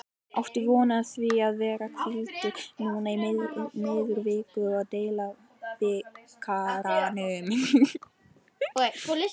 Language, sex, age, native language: Icelandic, female, 18-19, Icelandic